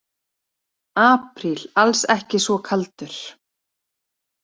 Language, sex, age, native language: Icelandic, female, 30-39, Icelandic